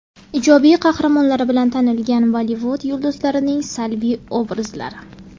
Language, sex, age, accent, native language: Uzbek, female, 19-29, Samarqand, Uzbek